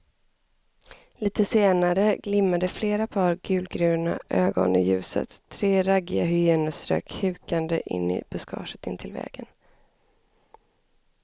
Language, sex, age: Swedish, female, 25